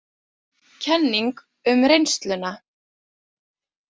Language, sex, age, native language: Icelandic, female, 20-29, Icelandic